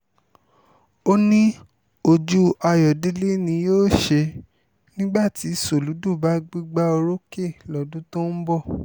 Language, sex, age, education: Yoruba, male, 15-29, tertiary